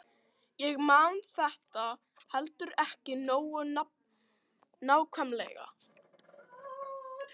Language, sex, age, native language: Icelandic, female, 12, Icelandic